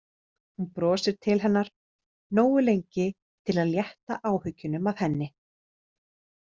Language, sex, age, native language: Icelandic, female, 30-39, Icelandic